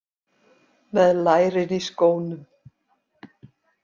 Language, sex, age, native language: Icelandic, female, 50-59, Icelandic